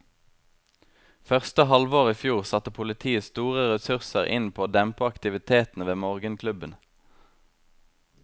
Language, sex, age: Norwegian, male, 23